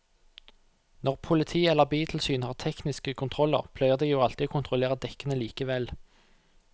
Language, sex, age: Norwegian, male, 28